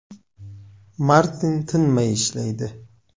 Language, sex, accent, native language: Uzbek, male, Samarqand, Uzbek